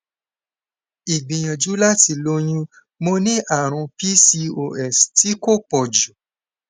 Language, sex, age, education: Yoruba, male, 15-29, tertiary